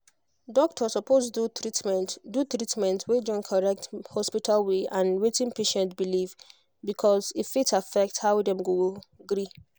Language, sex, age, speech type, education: Nigerian Pidgin, female, 15-29, spontaneous, tertiary